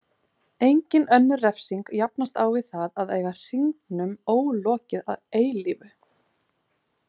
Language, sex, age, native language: Icelandic, female, 30-39, Icelandic